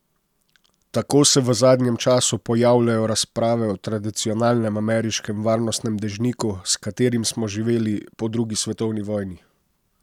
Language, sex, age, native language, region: Slovenian, male, 30-49, Slovenian, Posavska region